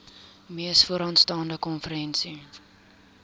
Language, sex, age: Afrikaans, female, 22